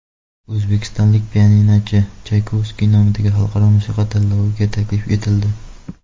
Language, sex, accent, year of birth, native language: Uzbek, male, Xorazm, 2002, Uzbek